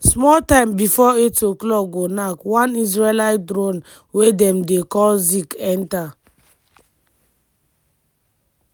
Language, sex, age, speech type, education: Nigerian Pidgin, female, 15-29, spontaneous, tertiary